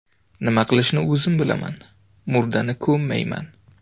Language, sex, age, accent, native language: Uzbek, male, 25-34, Navoiy, Uzbek